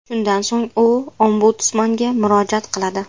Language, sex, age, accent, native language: Uzbek, female, 18-24, Qashqadaryo, Uzbek